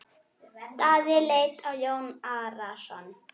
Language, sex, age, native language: Icelandic, female, 9, Icelandic